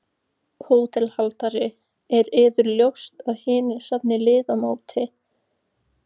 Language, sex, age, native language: Icelandic, female, 14, Icelandic